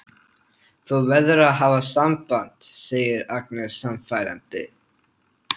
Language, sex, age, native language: Icelandic, male, 13, Icelandic